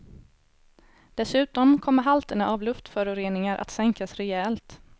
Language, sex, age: Swedish, female, 18